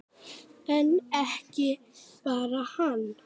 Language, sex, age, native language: Icelandic, female, 9, Icelandic